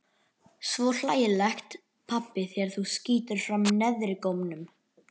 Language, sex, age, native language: Icelandic, male, 11, Icelandic